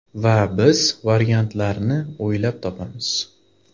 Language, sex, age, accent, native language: Uzbek, male, 18-24, Farg'ona, Uzbek